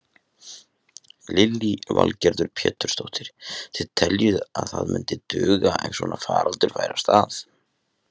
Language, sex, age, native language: Icelandic, male, 30-39, Icelandic